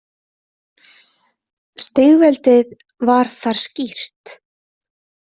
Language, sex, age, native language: Icelandic, female, 30-39, Icelandic